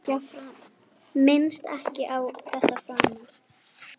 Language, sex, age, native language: Icelandic, female, 10, Icelandic